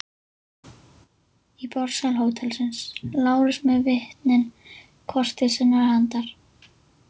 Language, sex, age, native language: Icelandic, female, 11, Icelandic